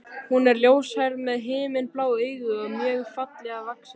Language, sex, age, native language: Icelandic, male, 13, Icelandic